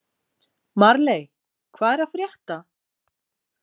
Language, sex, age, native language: Icelandic, female, 40-49, Icelandic